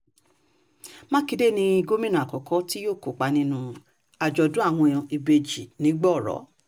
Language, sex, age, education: Yoruba, female, 30-45, tertiary